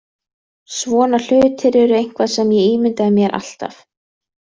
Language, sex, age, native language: Icelandic, female, 30-39, Icelandic